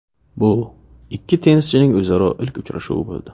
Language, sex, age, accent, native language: Uzbek, male, 25-34, Navoiy, Uzbek